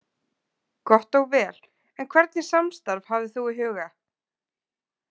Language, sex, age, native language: Icelandic, female, 20-29, Icelandic